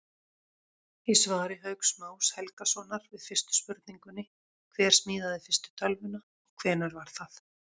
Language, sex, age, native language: Icelandic, female, 40-49, Icelandic